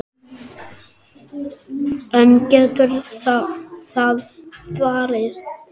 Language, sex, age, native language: Icelandic, male, 6, Icelandic